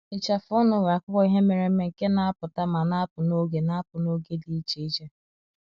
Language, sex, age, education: Igbo, female, 15-29, secondary